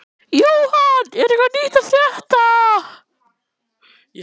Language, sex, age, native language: Icelandic, male, 11, Icelandic